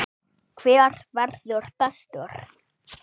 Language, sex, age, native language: Icelandic, male, 8, Icelandic